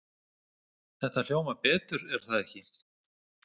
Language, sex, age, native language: Icelandic, male, 50-59, Icelandic